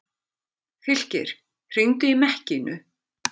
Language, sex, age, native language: Icelandic, female, 50-59, Icelandic